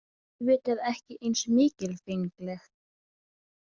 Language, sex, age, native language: Icelandic, female, 20-29, Icelandic